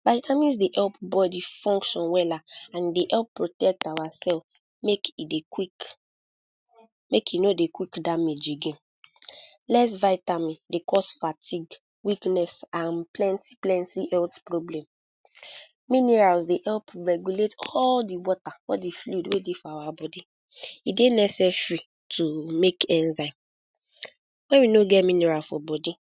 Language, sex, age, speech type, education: Nigerian Pidgin, female, 15-29, spontaneous, secondary